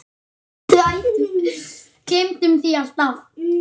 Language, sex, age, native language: Icelandic, male, 9, Icelandic